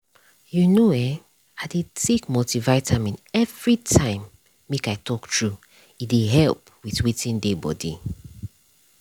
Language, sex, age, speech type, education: Nigerian Pidgin, female, 30-45, spontaneous, tertiary